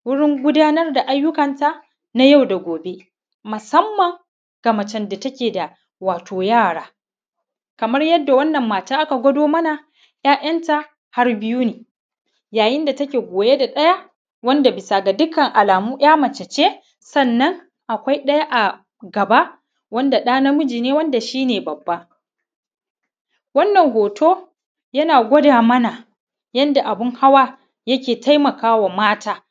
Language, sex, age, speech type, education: Hausa, male, 15-29, spontaneous, primary